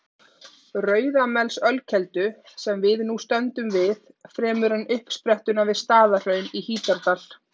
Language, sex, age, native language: Icelandic, female, 30-39, Icelandic